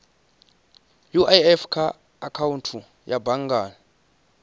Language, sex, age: Venda, male, 19